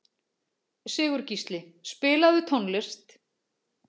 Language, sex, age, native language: Icelandic, female, 40-49, Icelandic